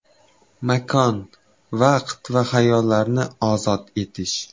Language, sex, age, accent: Uzbek, male, 12-17, Toshkent viloyati